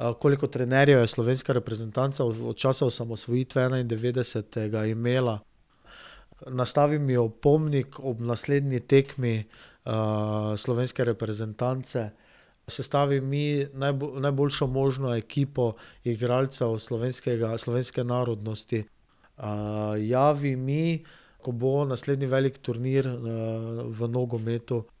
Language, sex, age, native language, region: Slovenian, male, 30-49, Slovenian, Drava region